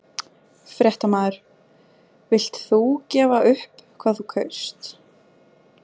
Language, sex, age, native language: Icelandic, female, 20-29, Icelandic